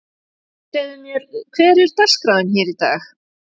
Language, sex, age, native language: Icelandic, female, 30-39, Icelandic